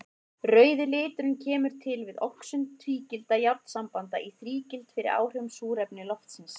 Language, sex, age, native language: Icelandic, female, 30-39, Icelandic